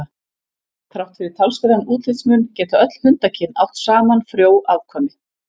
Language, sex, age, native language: Icelandic, female, 50-59, Icelandic